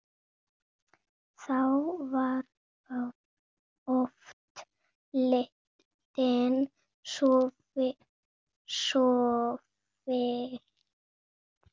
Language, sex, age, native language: Icelandic, female, 8, Spanish